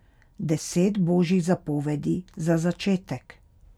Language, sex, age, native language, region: Slovenian, female, 30-49, Slovenian, Pomurje region